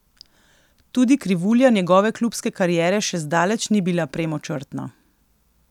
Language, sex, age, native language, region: Slovenian, female, 18-29, Slovenian, Coastal Karst region